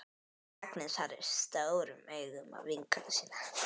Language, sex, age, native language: Icelandic, female, 12, Icelandic